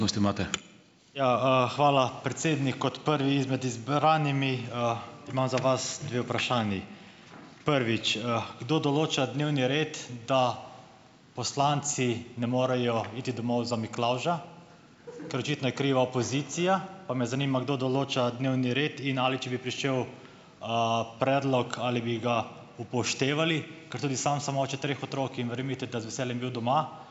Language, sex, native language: Slovenian, male, Slovenian